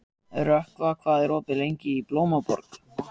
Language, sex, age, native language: Icelandic, male, 14, Icelandic